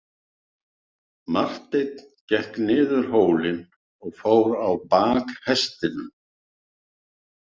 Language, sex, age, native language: Icelandic, male, 60-69, Icelandic